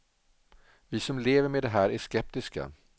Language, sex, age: Swedish, male, 47